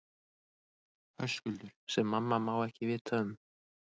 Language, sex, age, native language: Icelandic, male, 30-39, Icelandic